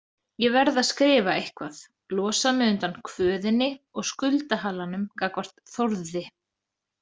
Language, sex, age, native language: Icelandic, female, 30-39, Icelandic